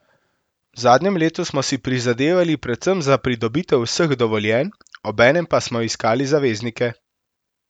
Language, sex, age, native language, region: Slovenian, male, 18-29, Slovenian, Central Slovenia